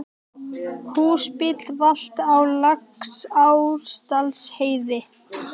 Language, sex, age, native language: Icelandic, female, 18-19, Icelandic